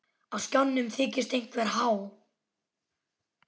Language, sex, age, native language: Icelandic, female, 10, Icelandic